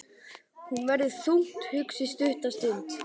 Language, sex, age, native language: Icelandic, male, 12, Icelandic